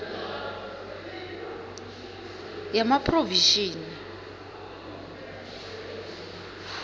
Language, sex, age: South Ndebele, female, 23